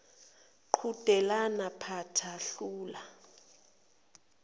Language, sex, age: Zulu, female, 29